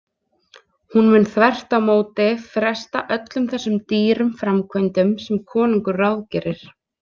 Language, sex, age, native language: Icelandic, female, 20-29, Icelandic